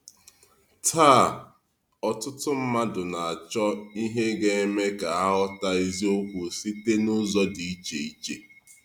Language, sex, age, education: Igbo, male, 15-29, tertiary